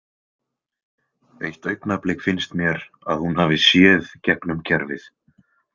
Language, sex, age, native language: Icelandic, male, 20-29, Icelandic